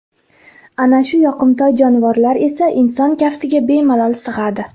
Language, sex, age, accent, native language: Uzbek, female, 19-29, Farg'ona, Uzbek